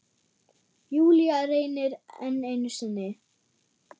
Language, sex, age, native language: Icelandic, female, 9, German